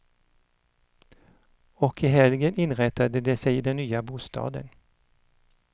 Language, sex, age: Swedish, male, 59